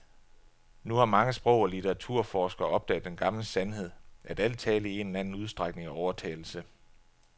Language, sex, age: Danish, male, 33